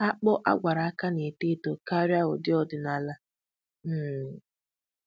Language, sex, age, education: Igbo, female, 15-29, tertiary